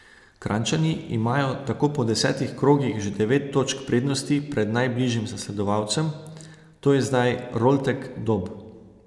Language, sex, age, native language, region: Slovenian, male, 30-49, Slovenian, Savinja region